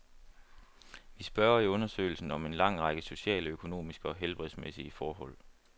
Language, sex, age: Danish, male, 29